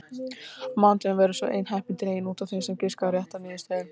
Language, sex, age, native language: Icelandic, female, 18-19, Icelandic